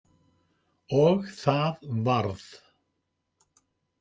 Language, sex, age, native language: Icelandic, male, 50-59, Icelandic